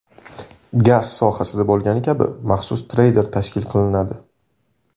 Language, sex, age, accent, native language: Uzbek, male, 18-24, Samarqand, Uzbek